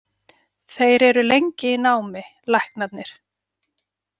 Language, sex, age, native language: Icelandic, female, 40-49, Icelandic